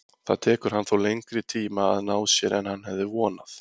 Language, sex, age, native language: Icelandic, male, 20-29, Icelandic